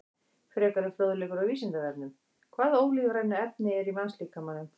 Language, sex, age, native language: Icelandic, female, 30-39, Icelandic